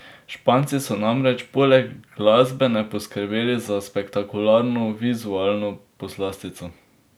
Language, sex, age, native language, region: Slovenian, male, 18-29, Slovenian, Drava region